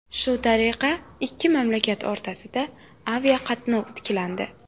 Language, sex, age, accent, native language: Uzbek, female, 18-24, Toshkent shahri, Uzbek